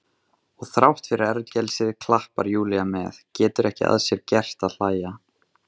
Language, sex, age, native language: Icelandic, male, 20-29, Icelandic